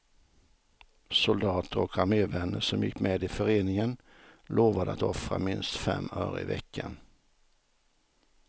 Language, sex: Swedish, male